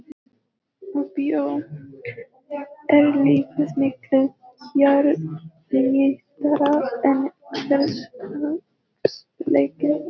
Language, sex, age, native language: Icelandic, female, 12, Icelandic